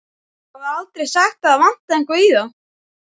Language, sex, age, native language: Icelandic, male, 12, Icelandic